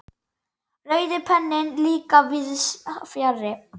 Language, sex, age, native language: Icelandic, male, 9, Icelandic